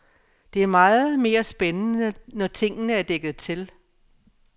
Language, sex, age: Danish, female, 57